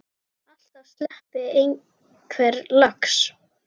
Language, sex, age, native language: Icelandic, female, 10, Icelandic